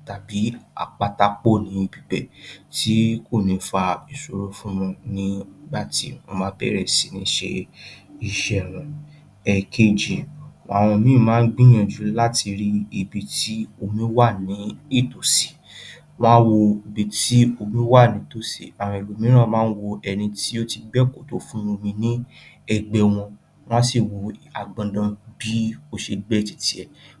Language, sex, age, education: Yoruba, male, 46-60, tertiary